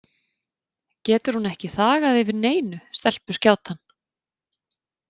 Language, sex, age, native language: Icelandic, female, 30-39, Icelandic